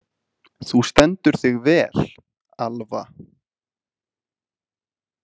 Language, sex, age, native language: Icelandic, male, 20-29, Icelandic